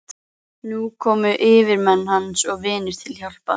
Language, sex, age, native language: Icelandic, female, 11, Icelandic